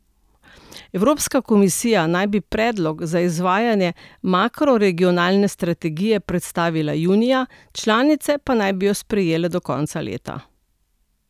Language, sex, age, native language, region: Slovenian, female, 60+, Slovenian, Central Slovenia